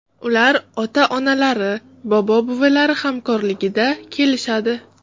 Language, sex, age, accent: Uzbek, female, 35+, Toshkent shahri